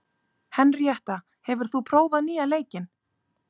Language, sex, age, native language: Icelandic, female, 30-39, Icelandic